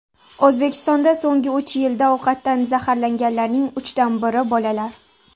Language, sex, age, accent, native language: Uzbek, female, 19-29, Namangan, Uzbek